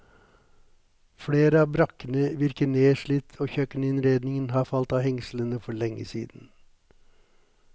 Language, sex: Norwegian, male